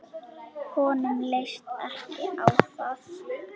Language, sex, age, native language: Icelandic, female, 9, Icelandic